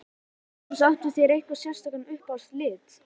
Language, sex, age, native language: Icelandic, male, 11, Icelandic